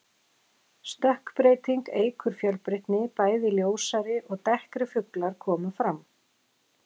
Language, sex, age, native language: Icelandic, female, 40-49, Icelandic